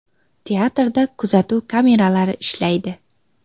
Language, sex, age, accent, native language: Uzbek, female, 19-29, Xorazm, Uzbek